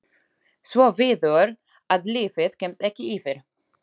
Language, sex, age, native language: Icelandic, female, 20-29, Slovak